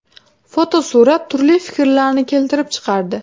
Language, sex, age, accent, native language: Uzbek, female, 18-24, Farg'ona, Uzbek